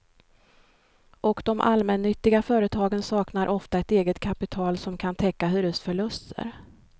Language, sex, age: Swedish, female, 53